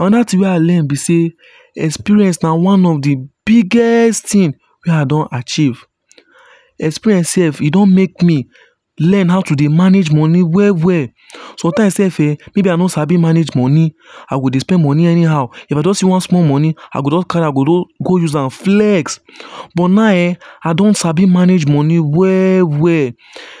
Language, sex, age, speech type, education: Nigerian Pidgin, male, 15-29, spontaneous, tertiary